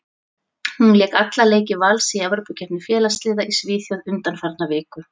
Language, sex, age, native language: Icelandic, female, 40-49, Icelandic